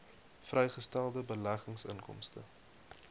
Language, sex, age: Afrikaans, male, 21